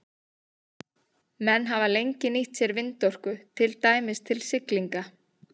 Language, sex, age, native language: Icelandic, female, 30-39, Icelandic